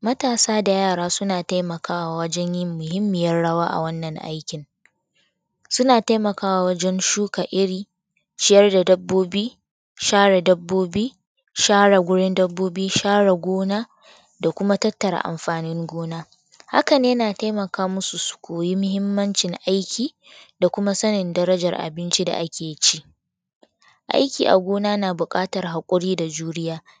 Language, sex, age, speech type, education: Hausa, female, 15-29, spontaneous, tertiary